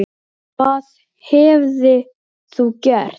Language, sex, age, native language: Icelandic, male, 10, Icelandic